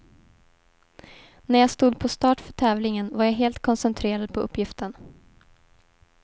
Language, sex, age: Swedish, female, 18